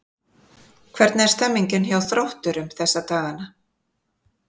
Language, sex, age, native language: Icelandic, female, 50-59, Icelandic